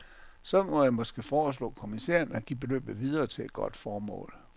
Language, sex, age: Danish, male, 57